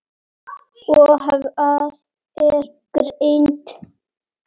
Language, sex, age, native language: Icelandic, male, 8, Icelandic